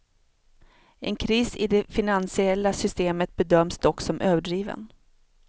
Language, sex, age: Swedish, female, 42